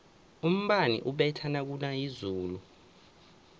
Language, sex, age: South Ndebele, male, 24